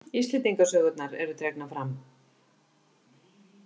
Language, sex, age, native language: Icelandic, female, 50-59, Icelandic